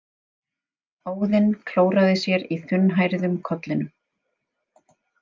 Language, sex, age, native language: Icelandic, female, 30-39, Icelandic